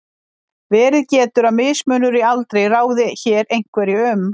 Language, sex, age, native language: Icelandic, female, 50-59, Icelandic